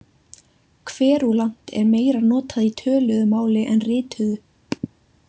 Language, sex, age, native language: Icelandic, female, 20-29, Icelandic